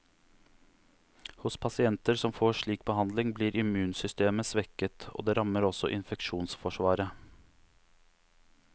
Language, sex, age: Norwegian, male, 29